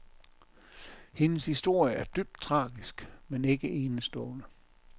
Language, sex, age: Danish, male, 57